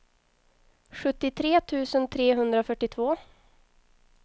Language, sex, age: Swedish, female, 22